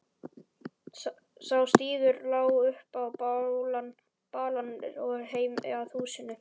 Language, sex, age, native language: Icelandic, male, 11, Icelandic